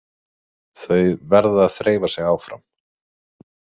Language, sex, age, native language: Icelandic, male, 30-39, Icelandic